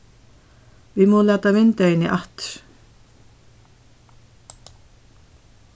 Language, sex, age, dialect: Faroese, female, 61+, Suðurstreymoy